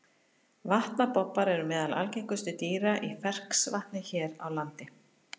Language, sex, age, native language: Icelandic, female, 50-59, Icelandic